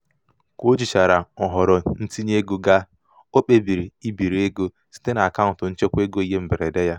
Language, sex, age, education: Igbo, male, 15-29, tertiary